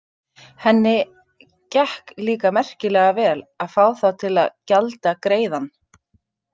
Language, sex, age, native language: Icelandic, female, 30-39, Icelandic